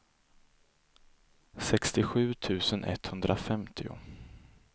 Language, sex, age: Swedish, male, 24